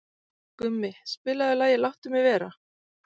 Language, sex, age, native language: Icelandic, female, 40-49, Icelandic